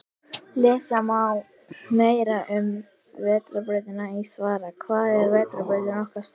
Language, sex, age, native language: Icelandic, female, 40-49, Icelandic